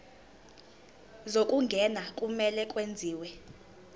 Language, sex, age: Zulu, female, 19